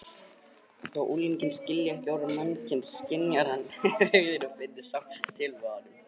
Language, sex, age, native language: Icelandic, male, 40-49, Icelandic